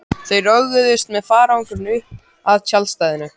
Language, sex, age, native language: Icelandic, male, 14, Icelandic